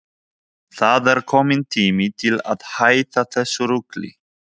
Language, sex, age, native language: Icelandic, male, 40-49, Polish